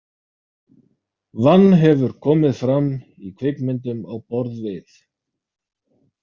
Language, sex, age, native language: Icelandic, male, 30-39, Icelandic